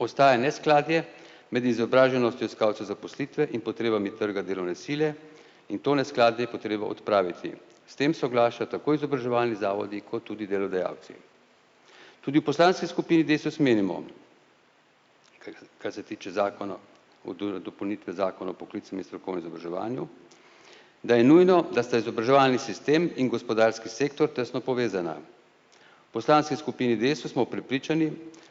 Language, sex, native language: Slovenian, male, Slovenian